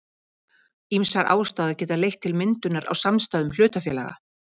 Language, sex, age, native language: Icelandic, female, 50-59, Icelandic